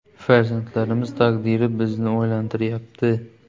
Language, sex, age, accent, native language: Uzbek, male, 18-24, Qoraqalpog'iston, Uzbek